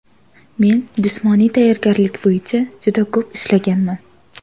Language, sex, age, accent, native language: Uzbek, female, 18-24, Surxondaryo, Uzbek